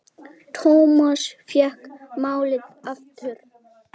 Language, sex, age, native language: Icelandic, male, 8, Icelandic